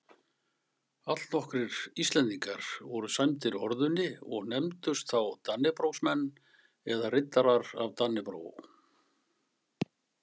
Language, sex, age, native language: Icelandic, male, 60-69, Icelandic